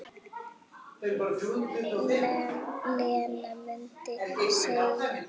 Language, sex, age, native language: Icelandic, female, 8, Icelandic